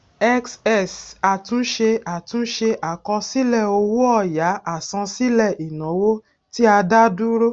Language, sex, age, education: Yoruba, female, 46-60, tertiary